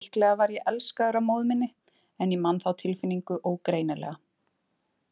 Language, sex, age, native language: Icelandic, female, 20-29, Icelandic